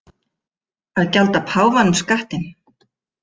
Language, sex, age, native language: Icelandic, female, 50-59, Icelandic